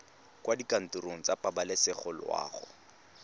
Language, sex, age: Tswana, male, 19